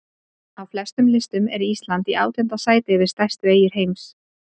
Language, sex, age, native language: Icelandic, female, 30-39, Icelandic